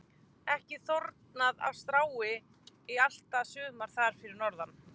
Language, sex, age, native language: Icelandic, female, 20-29, Icelandic